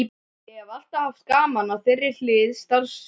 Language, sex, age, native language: Icelandic, other, 12, Icelandic